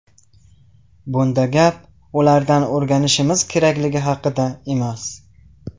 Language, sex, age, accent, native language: Uzbek, male, 18-24, Qashqadaryo, Tajik